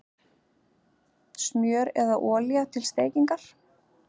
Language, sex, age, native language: Icelandic, female, 40-49, Icelandic